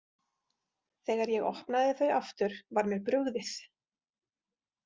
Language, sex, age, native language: Icelandic, female, 40-49, Icelandic